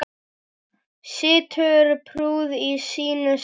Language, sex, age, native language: Icelandic, male, 7, Icelandic